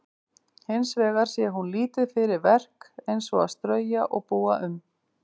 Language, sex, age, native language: Icelandic, female, 50-59, Icelandic